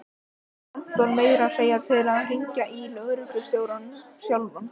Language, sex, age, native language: Icelandic, male, 18-19, Icelandic